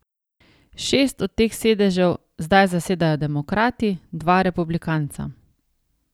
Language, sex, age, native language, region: Slovenian, female, 30-49, Slovenian, Savinja region